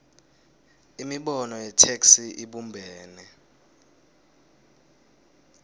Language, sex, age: Swati, male, 20